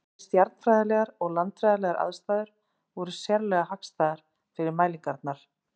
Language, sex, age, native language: Icelandic, female, 40-49, Icelandic